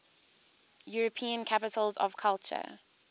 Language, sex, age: English, female, 19